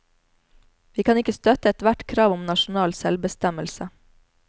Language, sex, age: Norwegian, female, 34